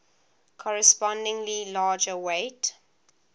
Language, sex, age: English, female, 20